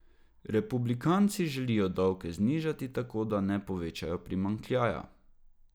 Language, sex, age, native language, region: Slovenian, male, 18-29, Slovenian, Drava region